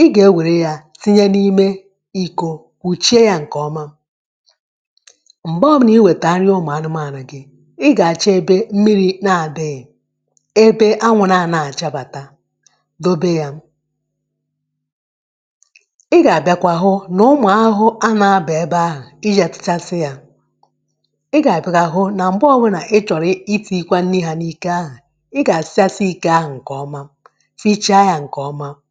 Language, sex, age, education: Igbo, female, 30-45, tertiary